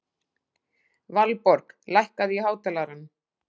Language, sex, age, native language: Icelandic, female, 40-49, Icelandic